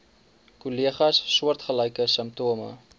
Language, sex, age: Afrikaans, male, 19